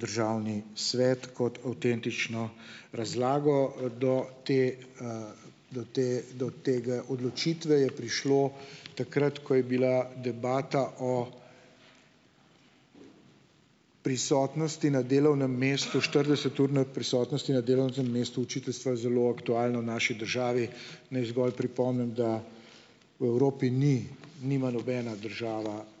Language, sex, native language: Slovenian, male, Slovenian